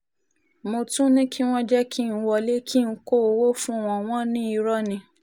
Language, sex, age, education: Yoruba, female, 30-45, tertiary